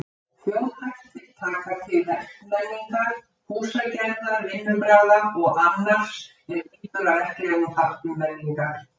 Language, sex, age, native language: Icelandic, female, 70-79, Icelandic